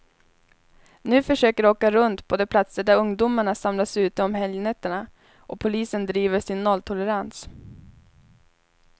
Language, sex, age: Swedish, female, 21